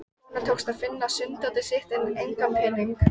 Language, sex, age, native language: Icelandic, female, 14, Icelandic